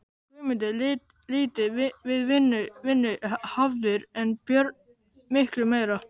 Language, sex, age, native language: Icelandic, male, 13, Icelandic